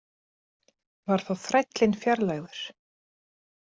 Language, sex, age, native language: Icelandic, female, 30-39, Icelandic